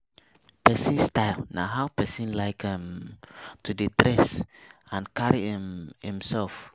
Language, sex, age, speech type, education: Nigerian Pidgin, male, 15-29, spontaneous, tertiary